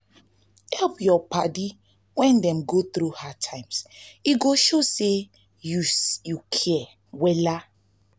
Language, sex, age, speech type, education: Nigerian Pidgin, female, 15-29, spontaneous, tertiary